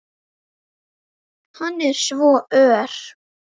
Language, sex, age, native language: Icelandic, female, 10, Icelandic